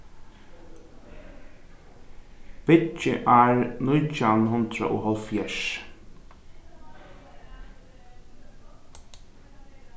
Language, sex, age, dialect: Faroese, male, 15-35, Norðuroyggjar